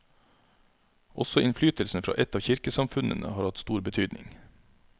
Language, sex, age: Norwegian, male, 33